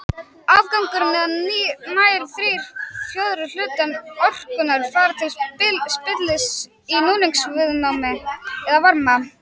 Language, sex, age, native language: Icelandic, male, 18-19, Icelandic